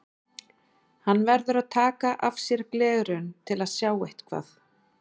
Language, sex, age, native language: Icelandic, female, 40-49, Icelandic